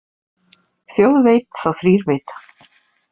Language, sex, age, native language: Icelandic, female, 40-49, Icelandic